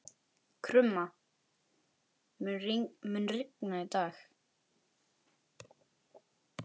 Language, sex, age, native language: Icelandic, male, 11, Icelandic